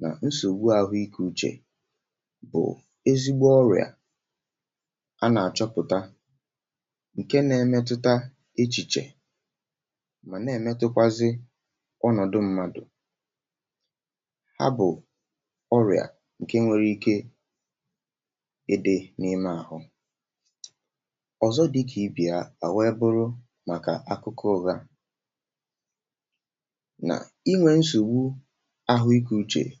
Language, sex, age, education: Igbo, male, 30-45, tertiary